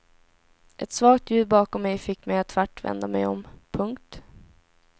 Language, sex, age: Swedish, female, 17